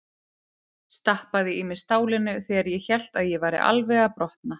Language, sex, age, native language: Icelandic, female, 30-39, Icelandic